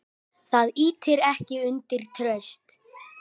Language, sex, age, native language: Icelandic, male, 9, Icelandic